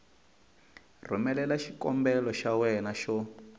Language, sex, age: Tsonga, male, 22